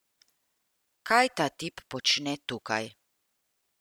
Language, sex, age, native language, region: Slovenian, female, 50-59, Slovenian, Central Slovenia